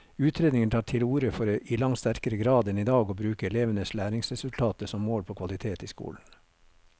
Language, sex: Norwegian, male